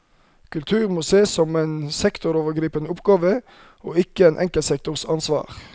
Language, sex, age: Norwegian, male, 31